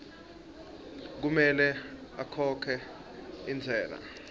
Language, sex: Swati, male